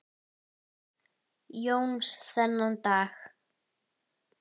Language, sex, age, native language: Icelandic, female, 10, Icelandic